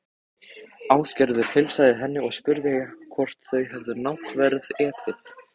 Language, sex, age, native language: Icelandic, male, 14, Icelandic